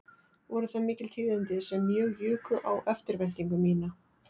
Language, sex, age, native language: Icelandic, female, 40-49, Icelandic